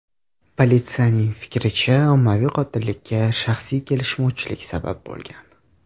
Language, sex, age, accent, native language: Uzbek, male, under 19, Toshkent shahri, Uzbek